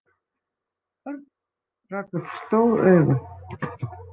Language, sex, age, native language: Icelandic, female, 50-59, Icelandic